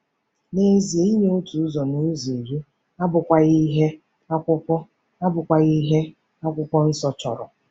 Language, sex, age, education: Igbo, female, 30-45, tertiary